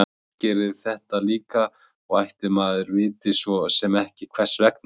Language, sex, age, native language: Icelandic, male, 20-29, Icelandic